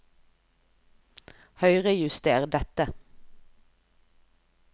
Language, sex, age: Norwegian, female, 29